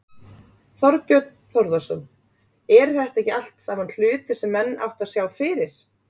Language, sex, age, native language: Icelandic, female, 30-39, Icelandic